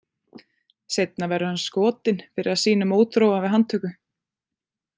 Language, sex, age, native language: Icelandic, female, 20-29, Icelandic